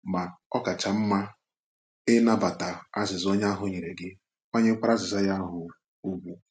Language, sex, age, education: Igbo, male, 15-29, tertiary